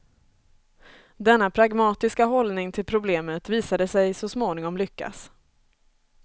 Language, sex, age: Swedish, female, 24